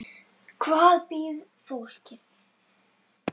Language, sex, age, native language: Icelandic, male, 7, Icelandic